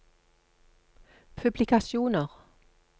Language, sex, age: Norwegian, female, 48